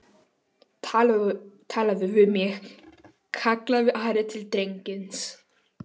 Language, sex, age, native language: Icelandic, male, 11, Polish